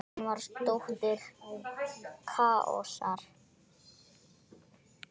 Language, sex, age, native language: Icelandic, male, 9, Icelandic